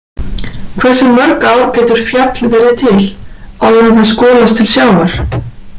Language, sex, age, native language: Icelandic, female, 40-49, Icelandic